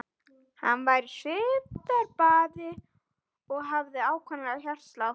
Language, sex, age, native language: Icelandic, female, 12, Icelandic